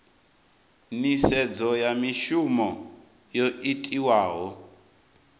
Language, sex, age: Venda, male, 19